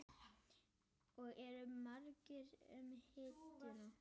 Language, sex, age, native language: Icelandic, female, 10, Icelandic